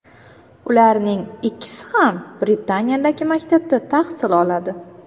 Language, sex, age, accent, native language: Uzbek, female, 19-29, Navoiy, Uzbek